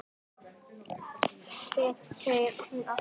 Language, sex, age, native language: Icelandic, female, 10, Icelandic